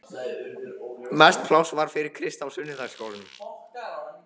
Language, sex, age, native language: Icelandic, male, 15, Icelandic